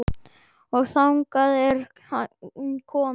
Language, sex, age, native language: Icelandic, male, 10, Icelandic